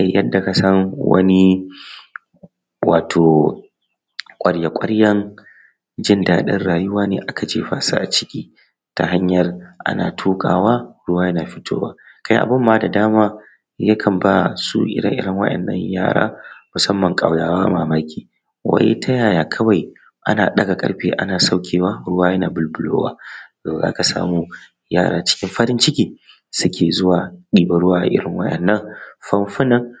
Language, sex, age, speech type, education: Hausa, male, 30-45, spontaneous, tertiary